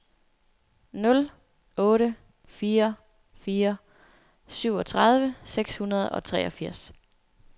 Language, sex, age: Danish, female, 24